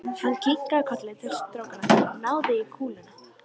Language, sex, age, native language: Icelandic, female, 13, Icelandic